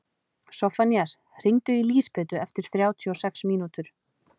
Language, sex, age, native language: Icelandic, female, 30-39, Icelandic